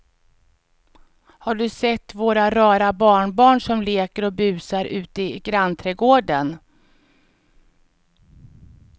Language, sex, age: Swedish, female, 49